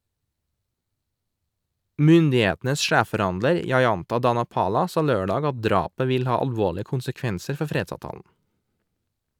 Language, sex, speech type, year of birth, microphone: Norwegian, male, read, 1983, Shure